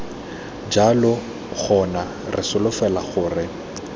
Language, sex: Tswana, male